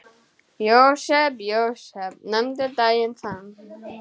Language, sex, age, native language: Icelandic, female, 9, Icelandic